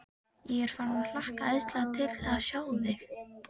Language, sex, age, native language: Icelandic, female, 12, Icelandic